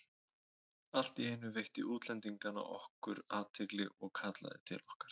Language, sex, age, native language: Icelandic, male, 20-29, Icelandic